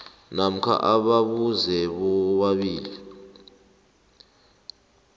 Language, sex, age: South Ndebele, male, 18